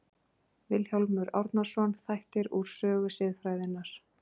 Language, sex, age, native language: Icelandic, female, 40-49, Icelandic